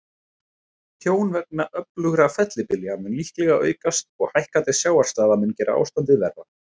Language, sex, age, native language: Icelandic, male, 30-39, Icelandic